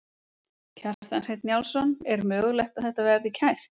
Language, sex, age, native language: Icelandic, female, 30-39, Icelandic